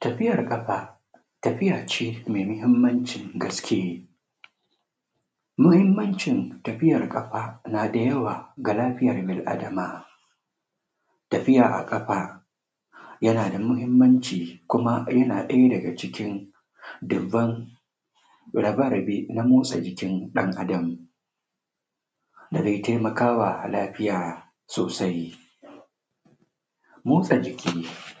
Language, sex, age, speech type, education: Hausa, male, 15-29, spontaneous, tertiary